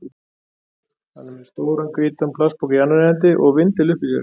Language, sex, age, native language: Icelandic, male, 40-49, Icelandic